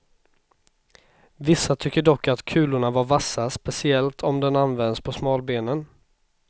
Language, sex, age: Swedish, male, 26